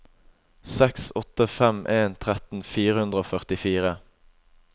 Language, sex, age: Norwegian, male, 21